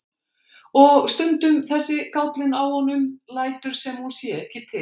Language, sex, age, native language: Icelandic, female, 60-69, Icelandic